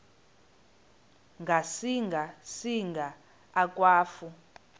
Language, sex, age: Xhosa, female, 18